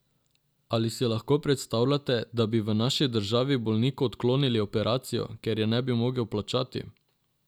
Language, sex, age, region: Slovenian, male, 18-29, Drava region